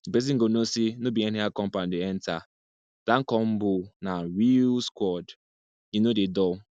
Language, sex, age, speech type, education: Nigerian Pidgin, male, 15-29, spontaneous, secondary